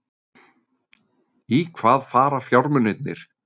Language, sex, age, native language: Icelandic, male, 30-39, Icelandic